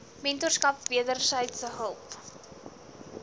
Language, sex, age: Afrikaans, female, 20